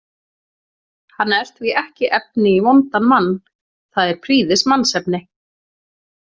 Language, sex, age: Icelandic, male, 18-19